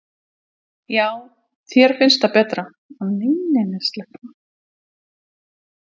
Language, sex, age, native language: Icelandic, female, 50-59, Icelandic